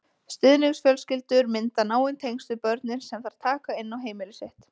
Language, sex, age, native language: Icelandic, female, 20-29, Icelandic